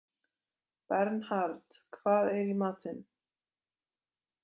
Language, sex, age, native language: Icelandic, female, 20-29, Icelandic